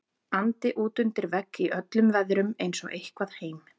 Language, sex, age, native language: Icelandic, female, 40-49, Icelandic